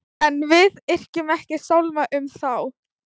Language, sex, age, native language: Icelandic, female, 18-19, Thai